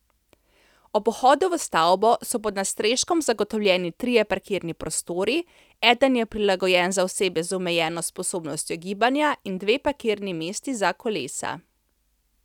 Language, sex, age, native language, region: Slovenian, female, 30-49, Slovenian, Central Slovenia